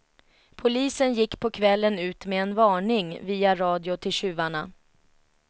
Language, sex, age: Swedish, female, 33